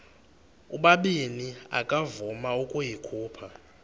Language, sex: Xhosa, male